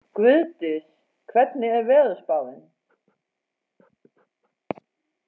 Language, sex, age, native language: Icelandic, female, 40-49, Faroese